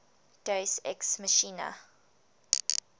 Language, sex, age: English, female, 20